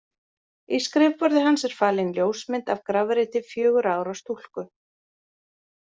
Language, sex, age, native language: Icelandic, female, 40-49, Icelandic